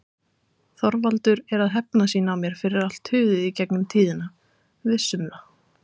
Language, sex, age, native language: Icelandic, female, 30-39, Icelandic